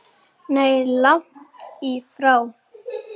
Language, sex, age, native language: Icelandic, male, 8, Icelandic